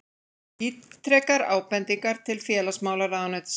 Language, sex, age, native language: Icelandic, female, 40-49, Icelandic